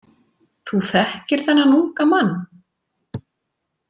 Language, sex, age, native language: Icelandic, female, 40-49, Icelandic